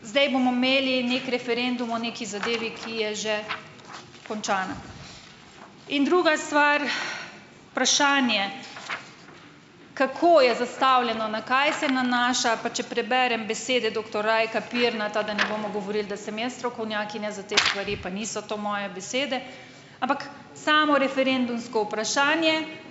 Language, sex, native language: Slovenian, female, Slovenian